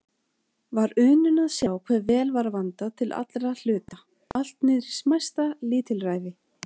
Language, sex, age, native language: Icelandic, female, 40-49, Icelandic